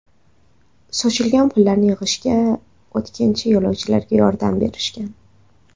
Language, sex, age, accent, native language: Uzbek, female, 18-24, Xorazm, Uzbek